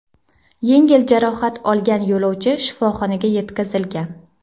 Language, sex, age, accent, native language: Uzbek, female, 18-24, Jizzax, Uzbek